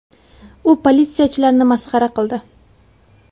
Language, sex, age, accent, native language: Uzbek, female, 18-24, Toshkent viloyati, Uzbek